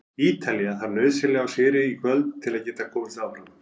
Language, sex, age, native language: Icelandic, male, 40-49, Icelandic